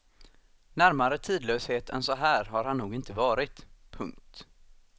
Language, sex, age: Swedish, male, 26